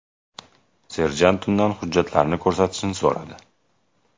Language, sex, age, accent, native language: Uzbek, male, 18-24, Jizzax, Uzbek